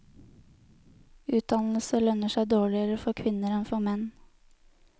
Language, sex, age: Norwegian, female, 23